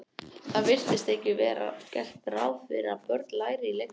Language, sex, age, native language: Icelandic, other, 18-19, Icelandic